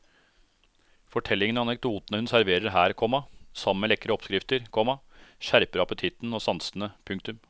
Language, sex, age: Norwegian, male, 36